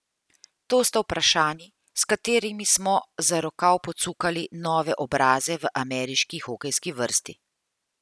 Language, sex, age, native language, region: Slovenian, female, 50-59, Slovenian, Central Slovenia